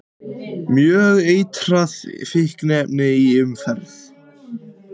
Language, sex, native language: Icelandic, other, Icelandic